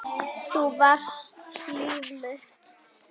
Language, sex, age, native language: Icelandic, female, 9, Icelandic